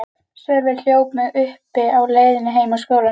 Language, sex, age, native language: Icelandic, female, 11, Icelandic